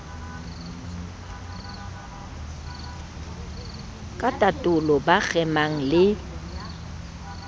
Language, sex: Southern Sotho, female